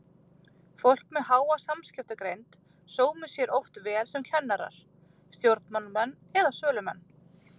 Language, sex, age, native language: Icelandic, female, 30-39, Icelandic